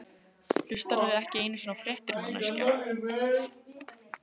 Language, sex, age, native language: Icelandic, female, 15, Icelandic